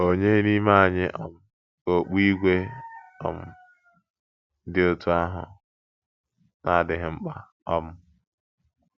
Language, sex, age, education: Igbo, male, 15-29, tertiary